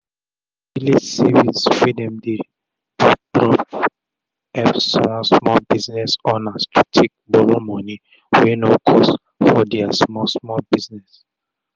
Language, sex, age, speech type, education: Nigerian Pidgin, male, 30-45, spontaneous, tertiary